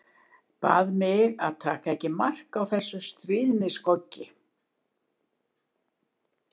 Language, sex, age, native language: Icelandic, female, 70-79, Icelandic